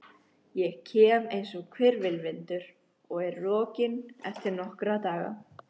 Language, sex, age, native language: Icelandic, female, 13, Icelandic